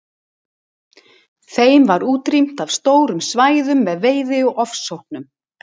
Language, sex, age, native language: Icelandic, female, 60-69, Icelandic